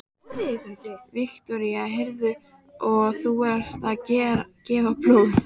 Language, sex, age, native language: Icelandic, female, 12, Icelandic